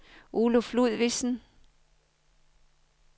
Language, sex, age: Danish, female, 55